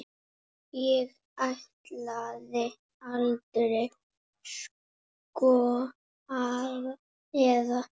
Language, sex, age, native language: Icelandic, male, 8, Icelandic